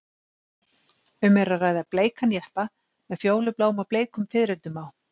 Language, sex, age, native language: Icelandic, female, 50-59, Icelandic